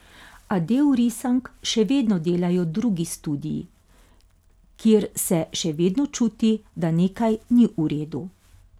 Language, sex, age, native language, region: Slovenian, female, 50-59, Slovenian, Carinthia region